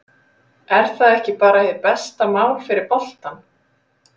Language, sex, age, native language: Icelandic, female, 30-39, Icelandic